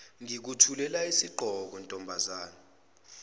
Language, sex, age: Zulu, male, 25